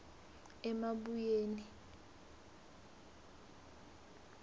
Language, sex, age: South Ndebele, female, 21